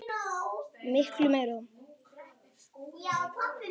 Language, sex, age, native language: Icelandic, male, 10, Icelandic